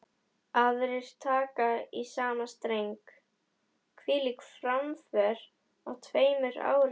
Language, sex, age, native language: Icelandic, female, 11, Icelandic